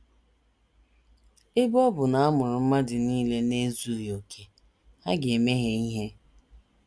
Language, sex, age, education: Igbo, female, 30-45, tertiary